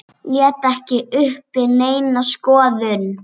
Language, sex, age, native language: Icelandic, female, 7, Icelandic